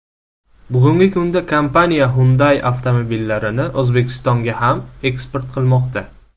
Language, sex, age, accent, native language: Uzbek, male, 19-29, Samarqand, Uzbek